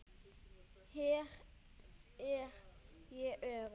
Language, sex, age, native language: Icelandic, male, 10, Icelandic